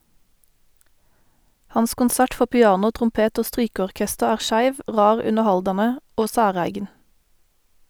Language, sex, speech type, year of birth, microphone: Norwegian, female, read, 1988, Sennheiser